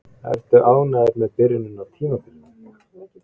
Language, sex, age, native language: Icelandic, male, 20-29, Icelandic